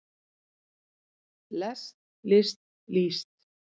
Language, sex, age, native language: Icelandic, female, 40-49, Icelandic